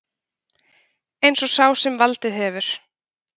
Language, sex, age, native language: Icelandic, female, 30-39, Icelandic